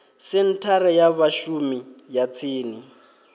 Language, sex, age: Venda, male, 23